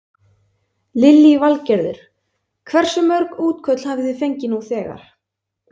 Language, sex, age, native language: Icelandic, female, 20-29, Icelandic